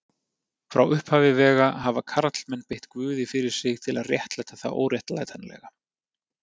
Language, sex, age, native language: Icelandic, male, 30-39, Icelandic